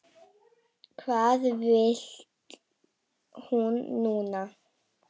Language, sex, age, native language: Icelandic, male, 7, Icelandic